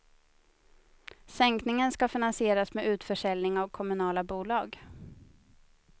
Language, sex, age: Swedish, female, 30